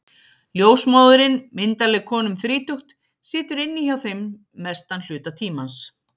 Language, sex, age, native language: Icelandic, female, 50-59, Icelandic